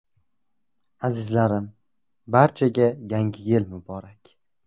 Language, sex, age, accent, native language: Uzbek, male, 18-24, Toshkent viloyati, Uzbek